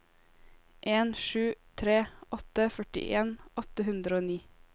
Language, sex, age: Norwegian, female, 18